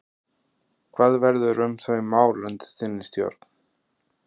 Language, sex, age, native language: Icelandic, male, 30-39, Icelandic